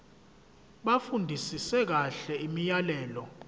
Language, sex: Zulu, male